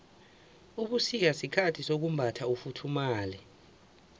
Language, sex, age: South Ndebele, male, 24